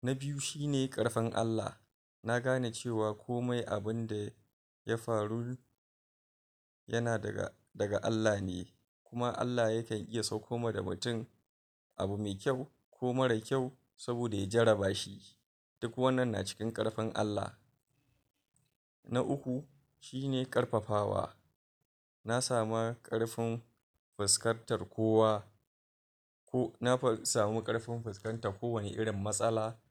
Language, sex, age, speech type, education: Hausa, male, 46-60, spontaneous, tertiary